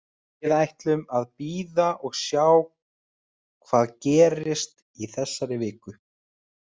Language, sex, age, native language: Icelandic, male, 30-39, Icelandic